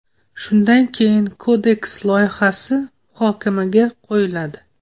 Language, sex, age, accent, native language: Uzbek, female, 18-24, Toshkent viloyati, Uzbek